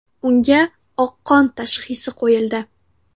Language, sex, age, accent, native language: Uzbek, female, 12-17, Navoiy, Uzbek